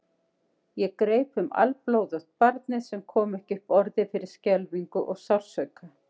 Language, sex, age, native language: Icelandic, female, 50-59, Icelandic